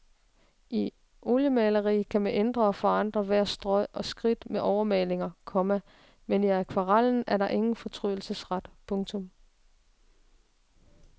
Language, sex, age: Danish, female, 36